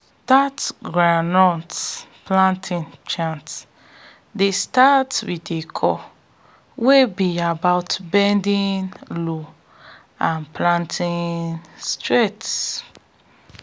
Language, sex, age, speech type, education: Nigerian Pidgin, female, 30-45, spontaneous, tertiary